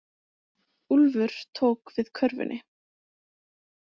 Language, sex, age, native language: Icelandic, female, 20-29, Icelandic